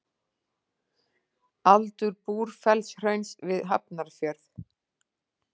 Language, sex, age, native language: Icelandic, female, 40-49, Icelandic